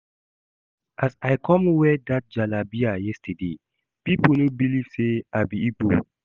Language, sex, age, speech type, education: Nigerian Pidgin, male, 15-29, read, secondary